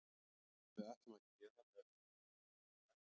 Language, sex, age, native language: Icelandic, male, 30-39, Icelandic